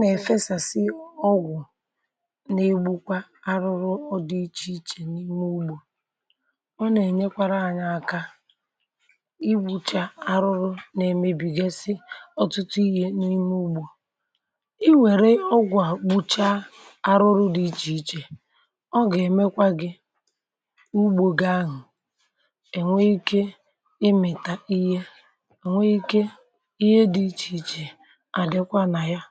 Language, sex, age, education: Igbo, male, 46-60, tertiary